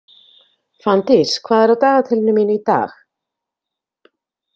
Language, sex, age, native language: Icelandic, female, 50-59, Icelandic